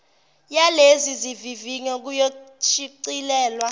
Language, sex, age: Zulu, female, 17